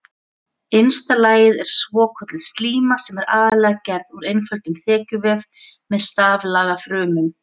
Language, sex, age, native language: Icelandic, female, 40-49, Icelandic